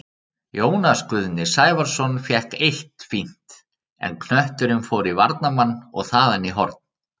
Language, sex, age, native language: Icelandic, male, 30-39, Icelandic